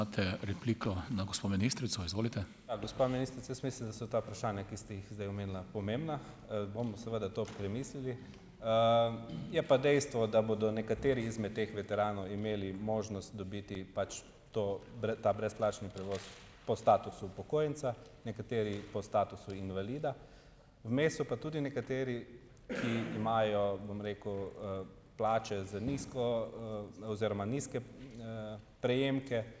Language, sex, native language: Slovenian, male, Slovenian